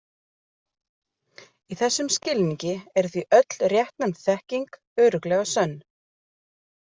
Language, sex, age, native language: Icelandic, female, 40-49, Icelandic